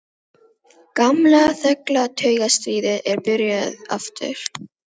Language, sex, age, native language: Icelandic, female, 12, Filipino